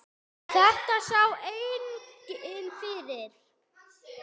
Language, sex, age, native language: Icelandic, male, 6, Icelandic